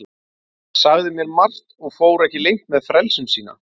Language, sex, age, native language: Icelandic, male, 40-49, Icelandic